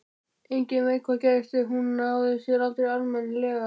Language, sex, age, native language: Icelandic, male, 12, Icelandic